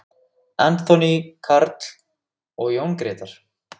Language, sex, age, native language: Icelandic, male, 6, Icelandic